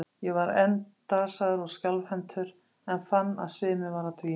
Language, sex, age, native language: Icelandic, female, 50-59, Icelandic